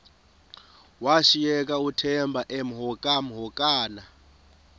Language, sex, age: Xhosa, female, 28